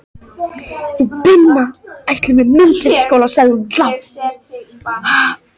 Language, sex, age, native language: Icelandic, female, 13, Icelandic